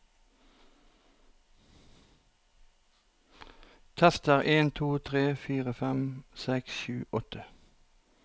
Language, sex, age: Norwegian, male, 43